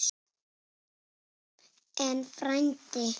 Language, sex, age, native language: Icelandic, female, 6, Icelandic